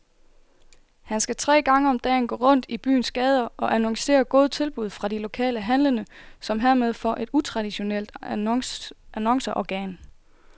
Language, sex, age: Danish, female, 24